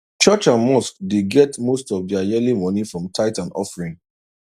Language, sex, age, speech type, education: Nigerian Pidgin, male, 30-45, spontaneous, tertiary